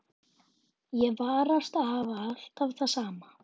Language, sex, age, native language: Icelandic, female, 11, Icelandic